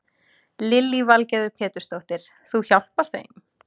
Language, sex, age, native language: Icelandic, female, 20-29, Icelandic